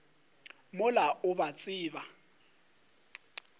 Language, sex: Northern Sotho, male